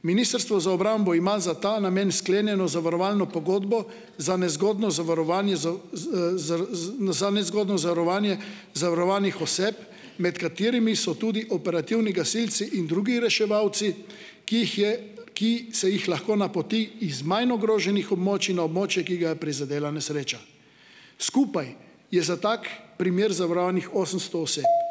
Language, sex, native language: Slovenian, male, Slovenian